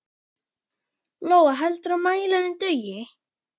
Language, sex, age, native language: Icelandic, female, 9, Icelandic